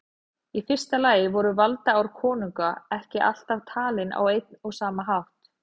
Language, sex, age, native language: Icelandic, female, 40-49, Icelandic